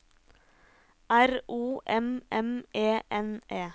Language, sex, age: Norwegian, female, 26